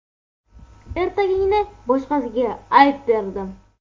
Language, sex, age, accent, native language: Uzbek, male, 12-17, Buxoro, Uzbek